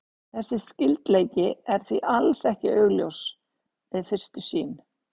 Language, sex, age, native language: Icelandic, female, 60-69, Icelandic